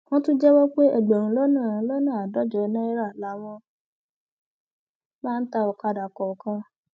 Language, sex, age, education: Yoruba, female, 15-29, tertiary